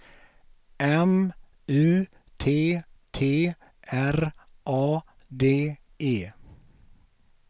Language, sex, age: Swedish, male, 48